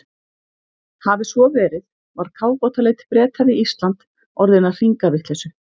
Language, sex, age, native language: Icelandic, female, 50-59, Icelandic